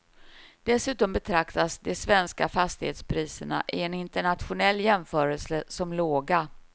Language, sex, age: Swedish, female, 53